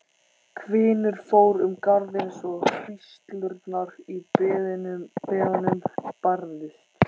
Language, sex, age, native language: Icelandic, male, 14, Icelandic